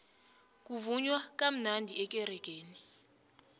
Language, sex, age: South Ndebele, female, 20